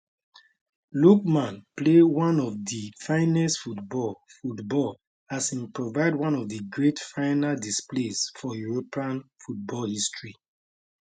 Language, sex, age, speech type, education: Nigerian Pidgin, male, 30-45, spontaneous, tertiary